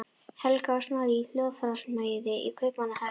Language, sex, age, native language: Icelandic, female, 11, Icelandic